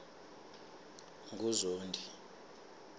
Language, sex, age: South Ndebele, male, 25